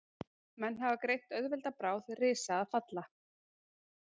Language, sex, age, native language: Icelandic, female, 40-49, Icelandic